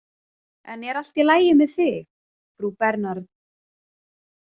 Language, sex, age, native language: Icelandic, female, 30-39, Icelandic